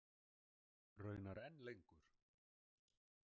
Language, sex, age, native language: Icelandic, male, 60-69, Icelandic